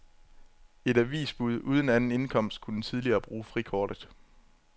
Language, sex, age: Danish, male, 27